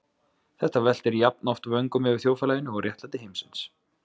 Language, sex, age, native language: Icelandic, male, 20-29, Icelandic